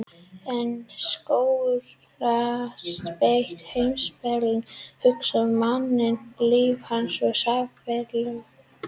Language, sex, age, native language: Icelandic, female, 30-39, Icelandic